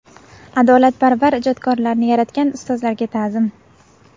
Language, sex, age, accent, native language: Uzbek, female, 19-29, Navoiy, Uzbek